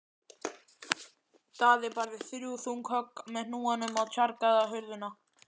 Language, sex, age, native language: Icelandic, male, 12, Icelandic